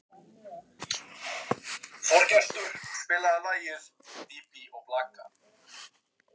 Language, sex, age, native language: Icelandic, male, 11, Icelandic